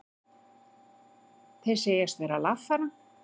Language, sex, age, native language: Icelandic, female, 50-59, Icelandic